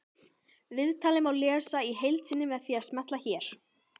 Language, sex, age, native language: Icelandic, female, 18-19, Icelandic